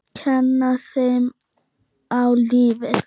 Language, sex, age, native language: Icelandic, female, 9, Icelandic